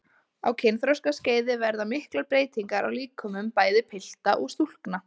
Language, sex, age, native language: Icelandic, female, 20-29, Icelandic